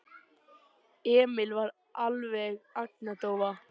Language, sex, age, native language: Icelandic, male, 20-29, Icelandic